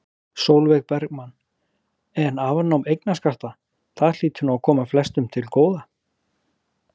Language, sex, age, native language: Icelandic, male, 40-49, Icelandic